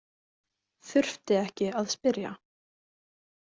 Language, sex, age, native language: Icelandic, female, 20-29, Icelandic